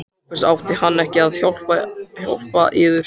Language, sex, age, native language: Icelandic, male, 14, Icelandic